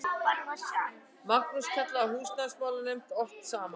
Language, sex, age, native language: Icelandic, female, 60-69, Icelandic